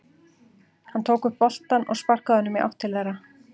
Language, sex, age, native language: Icelandic, female, 40-49, Icelandic